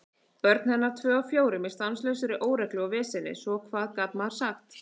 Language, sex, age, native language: Icelandic, female, 30-39, Icelandic